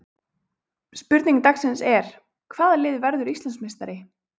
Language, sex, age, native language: Icelandic, female, 20-29, Icelandic